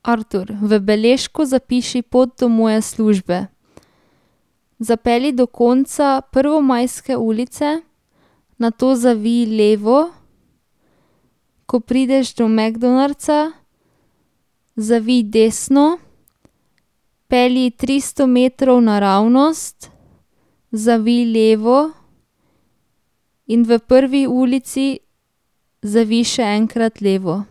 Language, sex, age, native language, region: Slovenian, female, 18-29, Slovenian, Drava region